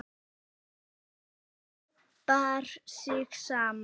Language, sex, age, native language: Icelandic, female, 9, Icelandic